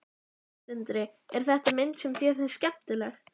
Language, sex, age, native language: Icelandic, female, 11, Icelandic